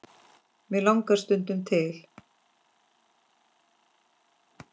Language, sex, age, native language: Icelandic, female, 10, Icelandic